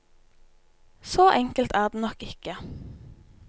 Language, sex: Norwegian, female